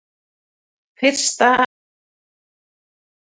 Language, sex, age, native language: Icelandic, male, 9, Icelandic